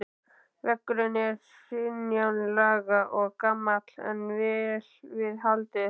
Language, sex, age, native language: Icelandic, male, 12, Icelandic